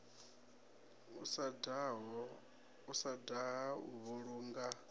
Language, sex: Venda, male